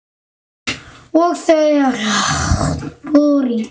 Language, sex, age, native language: Icelandic, male, 9, Icelandic